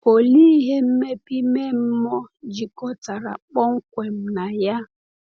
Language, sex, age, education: Igbo, female, 15-29, tertiary